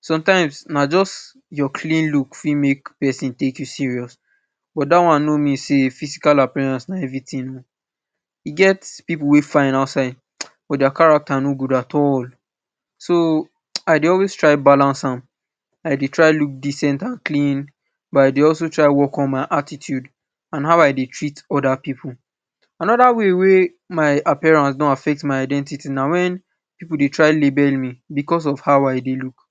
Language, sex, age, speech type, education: Nigerian Pidgin, male, 15-29, spontaneous, tertiary